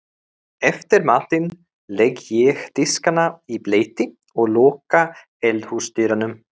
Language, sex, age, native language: Icelandic, male, 30-39, Swedish